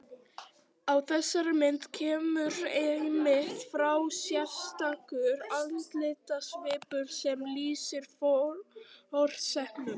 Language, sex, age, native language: Icelandic, other, 18-19, Icelandic